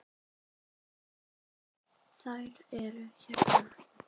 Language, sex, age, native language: Icelandic, female, 10, Icelandic